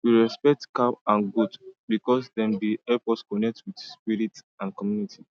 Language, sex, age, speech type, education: Nigerian Pidgin, male, 15-29, spontaneous, tertiary